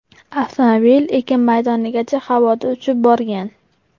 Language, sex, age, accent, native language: Uzbek, male, 12-17, Farg'ona, Uzbek